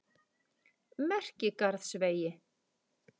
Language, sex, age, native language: Icelandic, female, 40-49, Icelandic